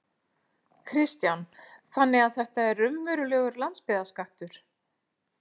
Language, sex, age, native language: Icelandic, female, 40-49, Icelandic